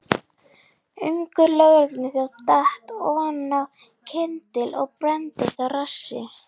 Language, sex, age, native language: Icelandic, female, 11, Icelandic